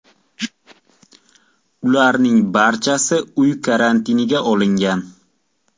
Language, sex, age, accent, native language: Uzbek, male, 18-24, Toshkent viloyati, Uzbek